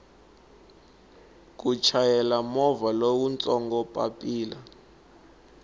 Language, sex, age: Tsonga, male, 19